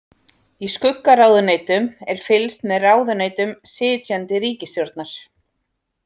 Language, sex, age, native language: Icelandic, female, 40-49, Icelandic